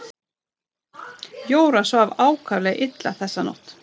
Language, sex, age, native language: Icelandic, female, 30-39, Swedish